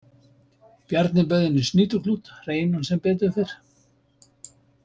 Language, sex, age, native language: Icelandic, male, 70-79, Icelandic